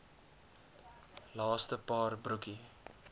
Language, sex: Afrikaans, male